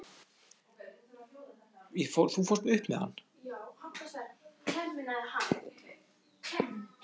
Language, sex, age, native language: Icelandic, male, 30-39, Icelandic